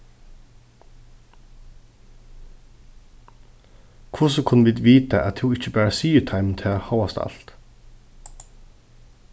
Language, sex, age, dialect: Faroese, male, 15-35, Suðurstreymoy